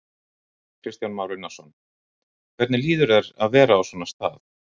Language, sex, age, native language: Icelandic, male, 60-69, Icelandic